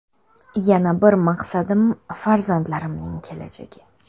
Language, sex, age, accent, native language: Uzbek, female, under 19, Toshkent shahri, Uzbek